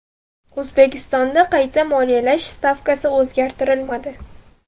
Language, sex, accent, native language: Uzbek, female, Surxondaryo, Russian